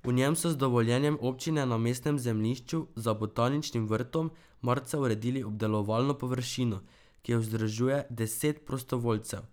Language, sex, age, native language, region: Slovenian, male, 12-17, Slovenian, Drava region